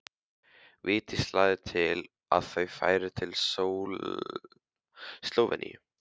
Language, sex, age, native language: Icelandic, male, 15, Icelandic